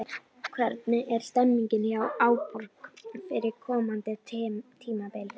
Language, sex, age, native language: Icelandic, female, 11, Icelandic